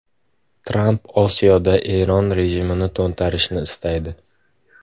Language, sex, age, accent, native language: Uzbek, male, under 19, Farg'ona, Uzbek